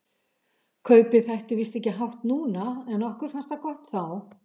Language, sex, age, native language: Icelandic, female, 70-79, Icelandic